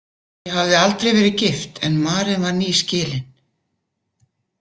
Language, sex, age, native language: Icelandic, female, 50-59, Icelandic